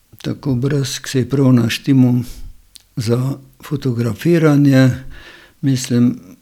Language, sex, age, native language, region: Slovenian, male, 60+, Slovenian, Gorenjska region